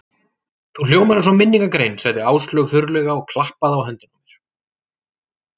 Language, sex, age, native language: Icelandic, male, 40-49, Icelandic